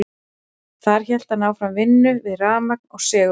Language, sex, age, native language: Icelandic, female, 40-49, Icelandic